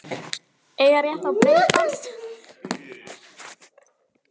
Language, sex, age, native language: Icelandic, female, 18-19, Icelandic